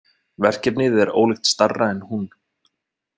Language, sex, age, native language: Icelandic, male, 20-29, Icelandic